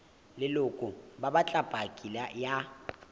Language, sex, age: Southern Sotho, male, 18